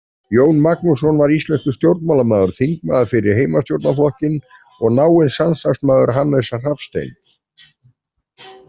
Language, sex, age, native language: Icelandic, male, 40-49, Icelandic